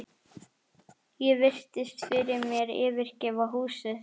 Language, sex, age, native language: Icelandic, female, 11, Icelandic